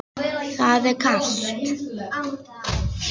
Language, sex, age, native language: Icelandic, female, 9, Icelandic